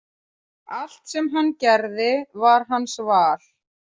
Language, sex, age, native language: Icelandic, female, 30-39, Icelandic